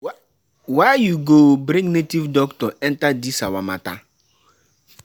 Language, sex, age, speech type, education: Nigerian Pidgin, male, 15-29, spontaneous, tertiary